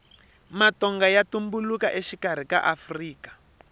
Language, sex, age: Tsonga, male, 23